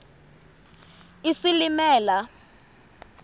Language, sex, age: Xhosa, female, 32